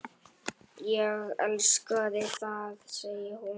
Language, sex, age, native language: Icelandic, male, 9, Icelandic